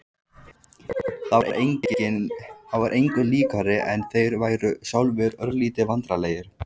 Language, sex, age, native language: Icelandic, male, 14, Icelandic